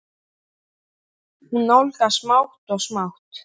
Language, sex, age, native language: Icelandic, male, 8, Icelandic